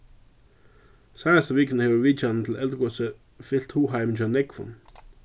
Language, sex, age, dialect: Faroese, male, 36-60, Suðurstreymoy